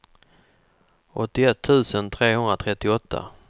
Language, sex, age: Swedish, male, 44